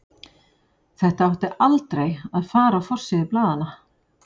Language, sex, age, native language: Icelandic, female, 40-49, Icelandic